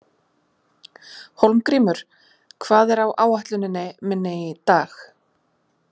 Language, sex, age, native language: Icelandic, female, 40-49, Icelandic